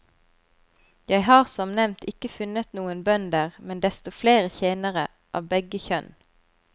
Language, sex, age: Norwegian, female, 25